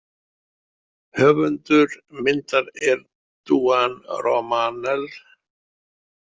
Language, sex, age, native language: Icelandic, male, 70-79, Icelandic